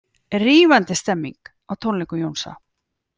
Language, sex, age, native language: Icelandic, female, 40-49, Icelandic